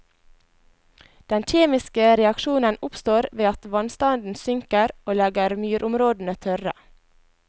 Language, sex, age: Norwegian, female, 21